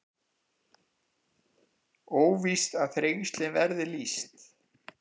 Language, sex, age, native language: Icelandic, male, 50-59, Icelandic